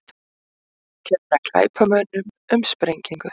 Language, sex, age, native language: Icelandic, female, 50-59, Icelandic